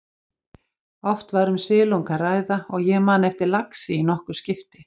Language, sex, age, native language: Icelandic, female, 50-59, Icelandic